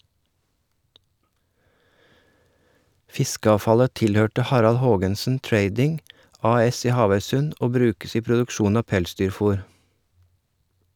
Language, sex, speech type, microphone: Norwegian, male, read, Shure